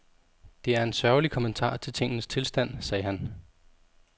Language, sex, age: Danish, male, 32